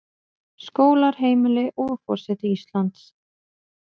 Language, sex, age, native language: Icelandic, female, 20-29, Icelandic